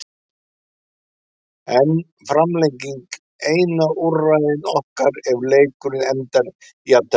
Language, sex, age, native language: Icelandic, male, 60-69, Icelandic